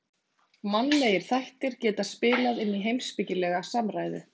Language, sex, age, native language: Icelandic, female, 30-39, Icelandic